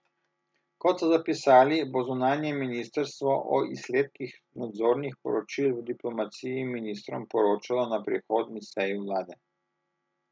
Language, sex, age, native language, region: Slovenian, male, 30-49, Slovenian, Southeast Slovenia